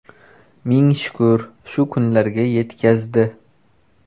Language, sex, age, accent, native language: Uzbek, male, 18-24, Toshkent shahri, Uzbek